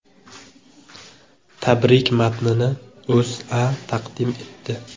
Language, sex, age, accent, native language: Uzbek, male, 25-34, Jizzax, Uzbek